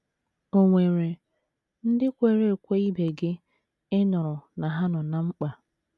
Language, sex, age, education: Igbo, female, 30-45, tertiary